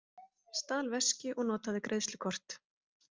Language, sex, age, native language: Icelandic, female, 30-39, Icelandic